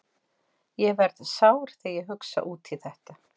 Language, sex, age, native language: Icelandic, female, 40-49, Icelandic